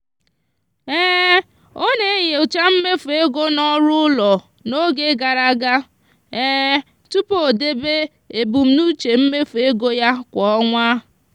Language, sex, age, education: Igbo, female, 15-29, tertiary